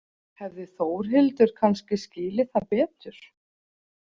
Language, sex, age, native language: Icelandic, female, 40-49, Icelandic